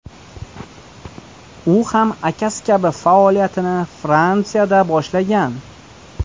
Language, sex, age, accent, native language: Uzbek, male, 25-34, Surxondaryo, Uzbek